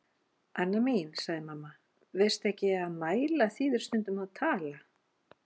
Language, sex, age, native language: Icelandic, female, 40-49, Icelandic